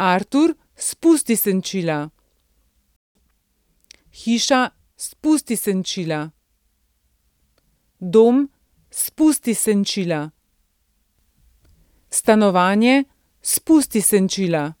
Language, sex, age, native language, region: Slovenian, female, 50-59, Slovenian, Central Slovenia